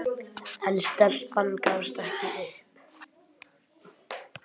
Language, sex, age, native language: Icelandic, male, 10, Icelandic